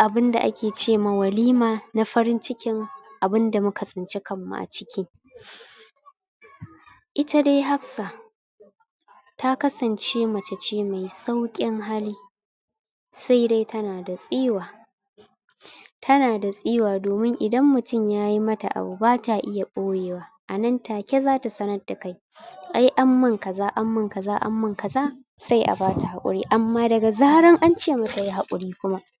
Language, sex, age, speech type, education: Hausa, female, 30-45, spontaneous, tertiary